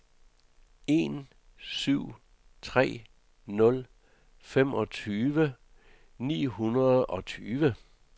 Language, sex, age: Danish, male, 66